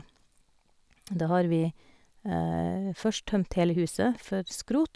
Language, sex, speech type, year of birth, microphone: Norwegian, female, spontaneous, 1969, Sennheiser